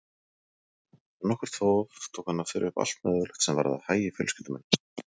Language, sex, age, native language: Icelandic, male, 40-49, Icelandic